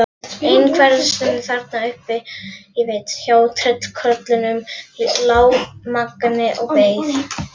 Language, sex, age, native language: Icelandic, female, 11, Icelandic